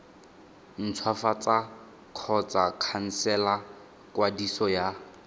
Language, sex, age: Tswana, male, 19